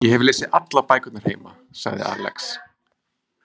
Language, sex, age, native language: Icelandic, male, 20-29, Icelandic